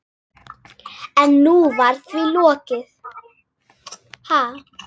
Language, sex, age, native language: Icelandic, female, 10, Icelandic